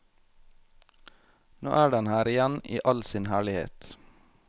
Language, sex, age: Norwegian, male, 21